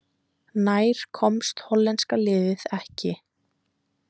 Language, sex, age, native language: Icelandic, female, 20-29, Icelandic